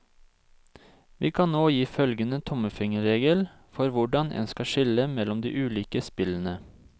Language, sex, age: Norwegian, male, 26